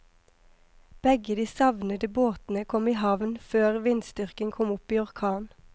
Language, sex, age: Norwegian, female, 23